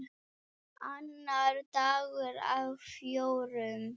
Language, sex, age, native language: Icelandic, female, 8, Icelandic